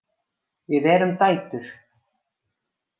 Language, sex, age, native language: Icelandic, female, 50-59, Icelandic